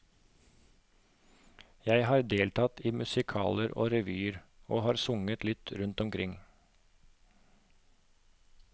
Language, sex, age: Norwegian, male, 36